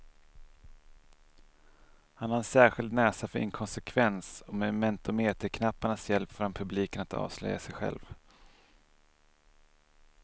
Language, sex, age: Swedish, male, 27